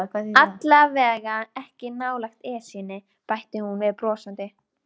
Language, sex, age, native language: Icelandic, female, 12, Icelandic